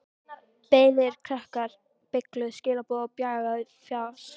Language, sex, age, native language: Icelandic, female, 13, Icelandic